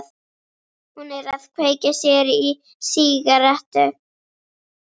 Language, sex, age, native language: Icelandic, female, 11, Icelandic